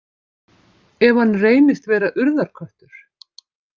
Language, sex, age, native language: Icelandic, female, 50-59, Icelandic